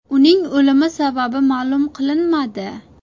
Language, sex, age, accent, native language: Uzbek, female, 19-29, Surxondaryo, Uzbek